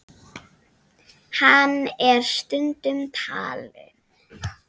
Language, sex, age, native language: Icelandic, female, 7, Icelandic